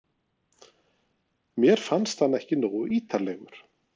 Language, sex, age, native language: Icelandic, male, 40-49, Norwegian